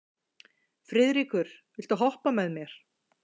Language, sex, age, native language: Icelandic, female, 40-49, Icelandic